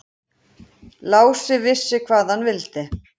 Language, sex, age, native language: Icelandic, male, 10, Icelandic